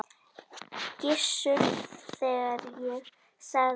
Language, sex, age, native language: Icelandic, female, 10, Icelandic